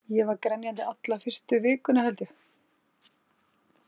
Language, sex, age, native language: Icelandic, female, 40-49, Icelandic